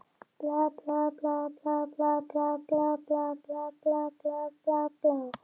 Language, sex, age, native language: Icelandic, female, 18-19, Icelandic